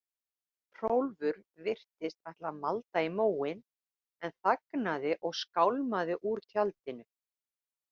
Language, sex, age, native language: Icelandic, female, 50-59, Icelandic